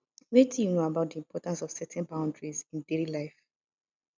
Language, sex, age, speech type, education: Nigerian Pidgin, female, 15-29, spontaneous, tertiary